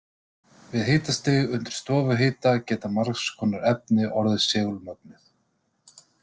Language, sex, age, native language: Icelandic, male, 30-39, Icelandic